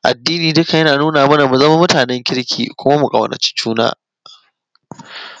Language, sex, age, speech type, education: Hausa, male, 15-29, spontaneous, primary